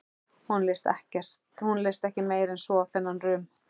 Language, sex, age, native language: Icelandic, male, 11, Icelandic